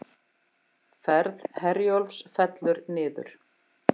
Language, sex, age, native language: Icelandic, female, 50-59, Icelandic